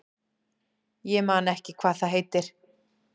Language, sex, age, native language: Icelandic, female, 11, Icelandic